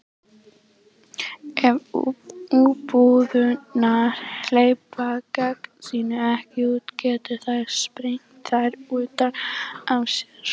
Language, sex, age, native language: Icelandic, female, 18-19, Icelandic